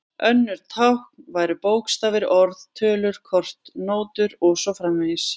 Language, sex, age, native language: Icelandic, female, 20-29, Icelandic